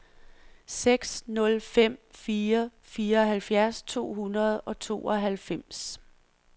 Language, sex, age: Danish, female, 46